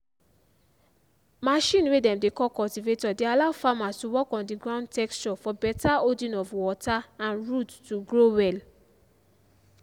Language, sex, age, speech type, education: Nigerian Pidgin, female, 15-29, spontaneous, tertiary